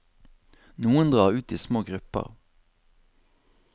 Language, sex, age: Norwegian, male, 26